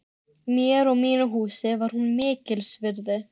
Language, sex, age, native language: Icelandic, female, 13, Icelandic